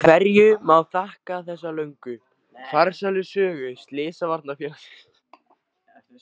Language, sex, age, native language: Icelandic, male, 18-19, Icelandic